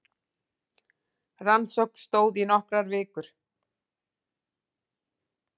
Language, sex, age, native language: Icelandic, female, 40-49, Icelandic